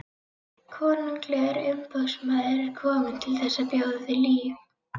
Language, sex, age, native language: Icelandic, female, 11, Icelandic